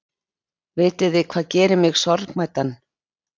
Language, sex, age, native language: Icelandic, female, 30-39, Icelandic